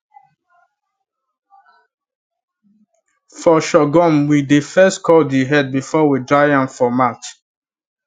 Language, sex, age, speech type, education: Nigerian Pidgin, male, 15-29, spontaneous, tertiary